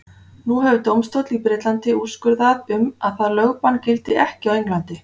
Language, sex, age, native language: Icelandic, female, 40-49, Icelandic